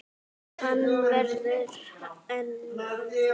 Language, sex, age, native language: Icelandic, female, 8, Icelandic